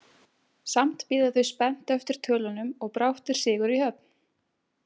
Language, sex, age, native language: Icelandic, female, 18-19, Icelandic